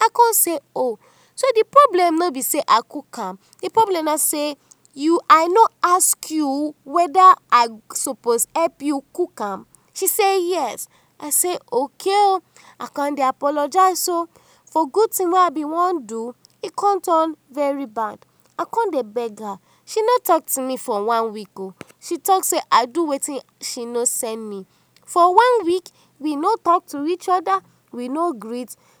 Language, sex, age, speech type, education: Nigerian Pidgin, female, 30-45, spontaneous, tertiary